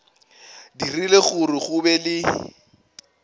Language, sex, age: Northern Sotho, male, 24